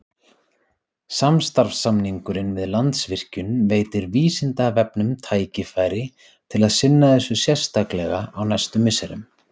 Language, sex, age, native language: Icelandic, male, 30-39, Icelandic